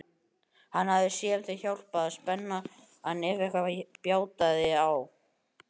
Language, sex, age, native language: Icelandic, male, 18-19, Icelandic